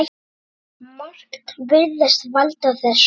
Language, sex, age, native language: Icelandic, male, 9, Icelandic